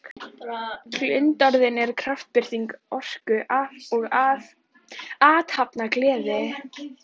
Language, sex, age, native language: Icelandic, female, 11, Icelandic